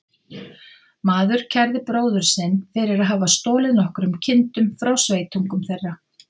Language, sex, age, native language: Icelandic, female, 50-59, Icelandic